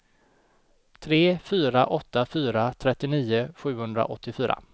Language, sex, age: Swedish, male, 29